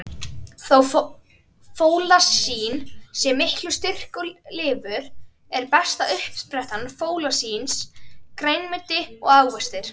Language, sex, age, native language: Icelandic, female, 30-39, Icelandic